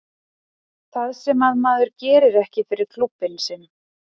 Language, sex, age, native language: Icelandic, female, 30-39, Icelandic